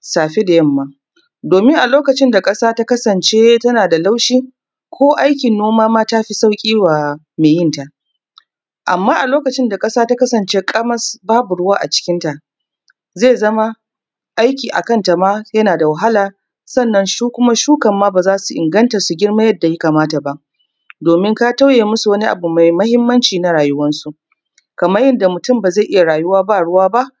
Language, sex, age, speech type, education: Hausa, female, 30-45, spontaneous, tertiary